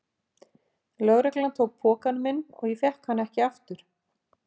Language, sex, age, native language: Icelandic, female, 50-59, Icelandic